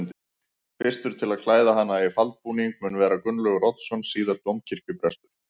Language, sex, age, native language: Icelandic, male, 50-59, Icelandic